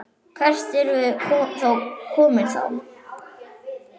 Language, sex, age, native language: Icelandic, male, 9, Icelandic